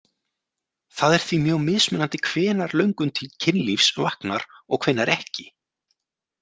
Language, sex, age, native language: Icelandic, male, 40-49, Icelandic